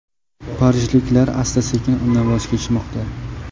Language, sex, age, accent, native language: Uzbek, male, 18-24, Jizzax, Uzbek